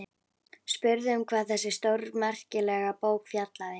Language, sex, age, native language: Icelandic, female, 11, Icelandic